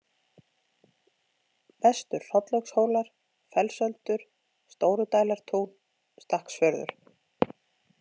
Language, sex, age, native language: Icelandic, female, 40-49, Icelandic